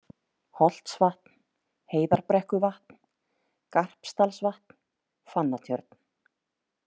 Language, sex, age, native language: Icelandic, female, 30-39, Icelandic